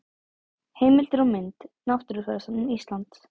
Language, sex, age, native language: Icelandic, female, 18-19, Icelandic